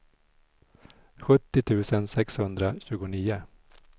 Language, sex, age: Swedish, male, 46